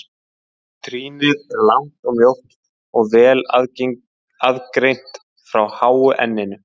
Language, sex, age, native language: Icelandic, male, 20-29, Icelandic